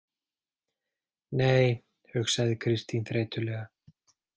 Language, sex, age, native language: Icelandic, male, 40-49, Icelandic